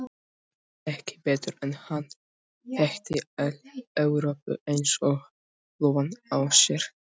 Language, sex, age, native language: Icelandic, male, 18-19, Icelandic